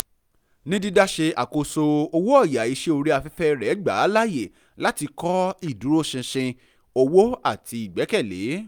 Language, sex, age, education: Yoruba, male, 15-29, tertiary